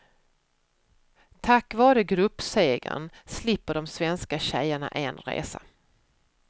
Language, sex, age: Swedish, female, 44